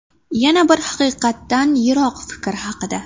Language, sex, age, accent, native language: Uzbek, female, 12-17, Farg'ona, Uzbek